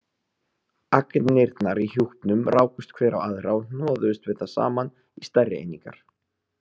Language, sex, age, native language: Icelandic, male, 30-39, Icelandic